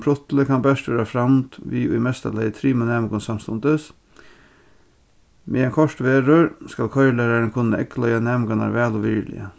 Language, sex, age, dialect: Faroese, male, 36-60, Norðurstreymoy/Eysturoy